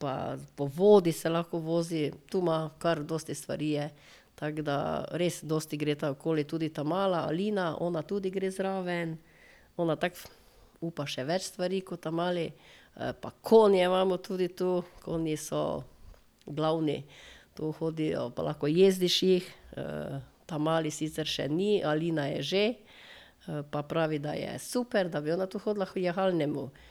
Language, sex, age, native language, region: Slovenian, female, 50-59, Slovenian, Drava region